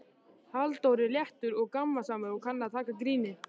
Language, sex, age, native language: Icelandic, male, 13, Icelandic